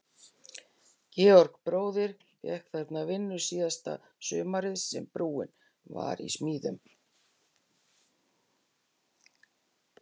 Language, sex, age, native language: Icelandic, female, 60-69, Icelandic